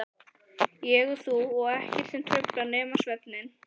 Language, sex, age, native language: Icelandic, female, 11, Icelandic